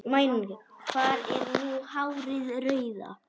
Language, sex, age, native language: Icelandic, male, 10, Icelandic